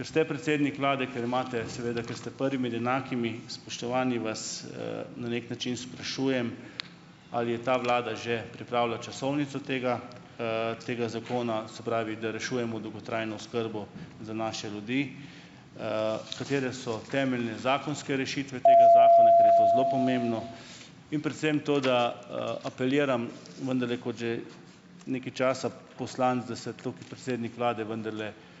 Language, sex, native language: Slovenian, male, Slovenian